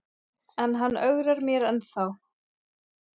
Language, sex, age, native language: Icelandic, male, 9, Icelandic